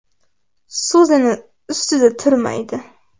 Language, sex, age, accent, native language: Uzbek, female, under 19, Navoiy, Uzbek